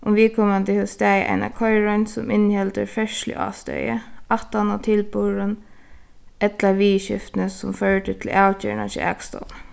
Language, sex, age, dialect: Faroese, female, 15-35, Suðuroy